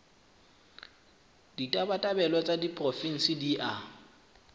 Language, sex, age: Southern Sotho, male, 24